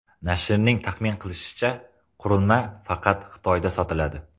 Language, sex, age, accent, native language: Uzbek, male, 18-24, Qoraqalpog'iston, Uzbek